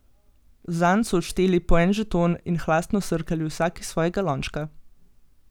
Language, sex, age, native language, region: Slovenian, female, 18-29, Slovenian, Gorenjska region